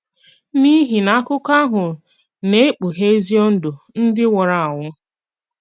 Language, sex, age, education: Igbo, female, 15-29, secondary